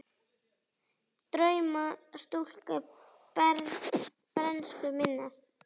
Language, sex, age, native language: Icelandic, female, 10, Icelandic